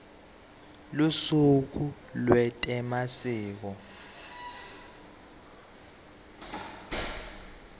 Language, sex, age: Swati, male, 18